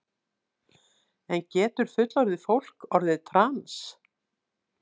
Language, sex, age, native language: Icelandic, female, 60-69, Icelandic